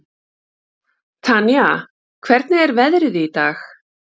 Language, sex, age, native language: Icelandic, female, 50-59, Icelandic